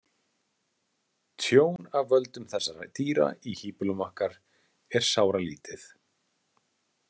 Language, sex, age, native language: Icelandic, male, 30-39, Icelandic